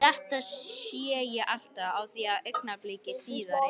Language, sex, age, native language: Icelandic, male, 11, Icelandic